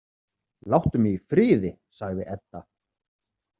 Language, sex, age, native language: Icelandic, male, 30-39, Icelandic